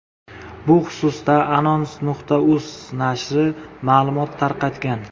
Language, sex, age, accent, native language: Uzbek, male, 25-34, Samarqand, Uzbek